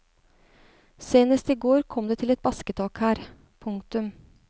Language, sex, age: Norwegian, female, 36